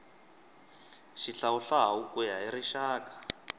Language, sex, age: Tsonga, male, 23